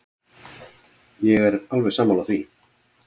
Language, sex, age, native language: Icelandic, male, 40-49, Icelandic